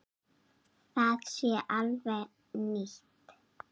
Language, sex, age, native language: Icelandic, female, 7, Icelandic